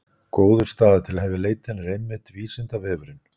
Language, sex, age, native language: Icelandic, male, 60-69, Icelandic